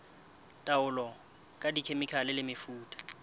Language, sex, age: Southern Sotho, male, 21